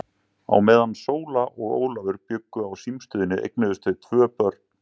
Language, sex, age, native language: Icelandic, male, 40-49, Icelandic